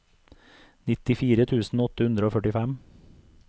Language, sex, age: Norwegian, male, 42